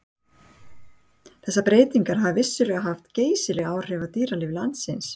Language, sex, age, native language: Icelandic, female, 60-69, Icelandic